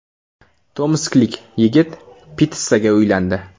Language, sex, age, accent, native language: Uzbek, male, 18-24, Toshkent viloyati, Uzbek